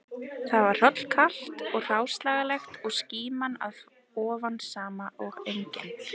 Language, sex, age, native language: Icelandic, female, 30-39, Icelandic